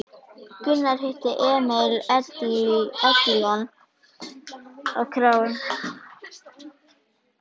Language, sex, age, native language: Icelandic, female, 11, Icelandic